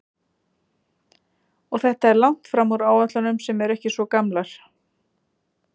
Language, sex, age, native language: Icelandic, female, 40-49, Icelandic